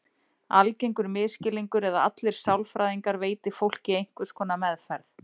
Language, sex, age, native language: Icelandic, female, 40-49, Icelandic